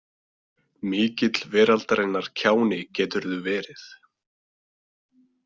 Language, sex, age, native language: Icelandic, male, 20-29, Icelandic